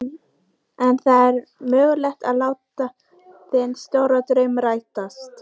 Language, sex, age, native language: Icelandic, female, 14, Icelandic